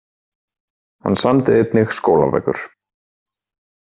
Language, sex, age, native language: Icelandic, male, 30-39, Icelandic